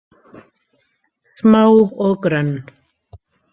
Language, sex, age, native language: Icelandic, female, 50-59, Icelandic